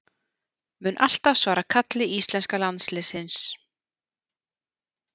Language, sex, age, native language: Icelandic, female, 40-49, Icelandic